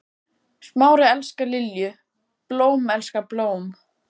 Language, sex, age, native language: Icelandic, female, 14, Icelandic